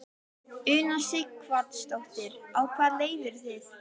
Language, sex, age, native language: Icelandic, female, 12, Icelandic